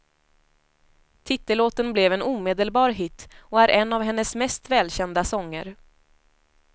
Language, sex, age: Swedish, female, 25